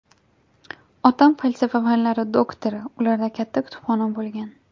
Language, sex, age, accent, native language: Uzbek, female, 18-24, Jizzax, Uzbek